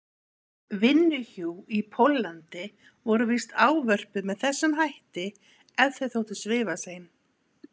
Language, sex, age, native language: Icelandic, female, 50-59, Icelandic